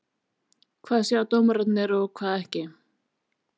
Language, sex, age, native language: Icelandic, female, 30-39, Icelandic